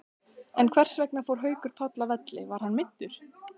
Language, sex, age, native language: Icelandic, female, 14, Icelandic